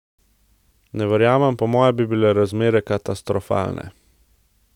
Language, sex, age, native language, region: Slovenian, male, 18-29, Slovenian, Central Slovenia